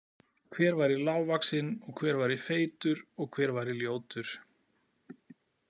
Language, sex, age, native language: Icelandic, male, 40-49, Icelandic